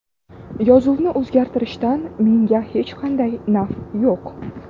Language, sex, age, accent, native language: Uzbek, female, 18-24, Navoiy, Uzbek